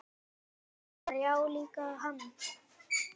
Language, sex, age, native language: Icelandic, male, 10, Icelandic